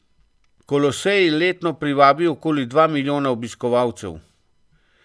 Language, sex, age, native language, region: Slovenian, male, 50-59, Slovenian, Central Slovenia